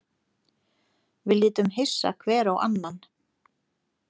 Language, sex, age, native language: Icelandic, female, 40-49, Lithuanian